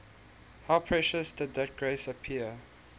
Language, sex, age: English, male, 19